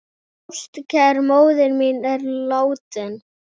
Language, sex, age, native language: Icelandic, male, 6, Icelandic